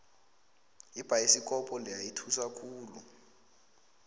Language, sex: South Ndebele, female